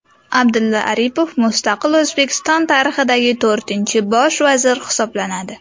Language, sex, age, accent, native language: Uzbek, female, under 19, Sirdaryo, Uzbek